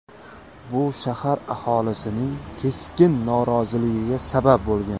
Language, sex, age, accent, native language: Uzbek, male, 25-34, Namangan, Uzbek